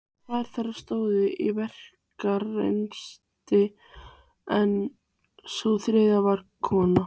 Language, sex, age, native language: Icelandic, female, 15, Icelandic